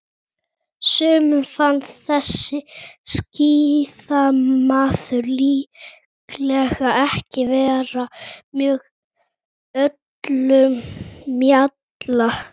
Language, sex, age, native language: Icelandic, female, 18-19, Icelandic